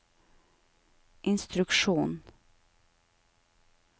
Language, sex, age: Norwegian, female, 49